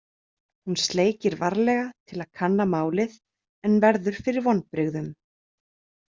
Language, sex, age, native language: Icelandic, female, 30-39, Icelandic